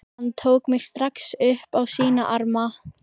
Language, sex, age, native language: Icelandic, female, 14, Icelandic